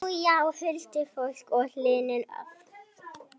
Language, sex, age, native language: Icelandic, female, 12, Icelandic